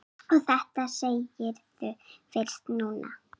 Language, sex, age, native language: Icelandic, female, 7, Icelandic